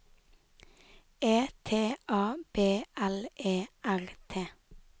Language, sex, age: Norwegian, female, 19